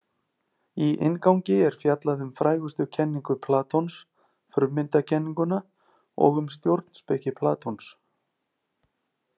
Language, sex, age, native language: Icelandic, male, 30-39, Icelandic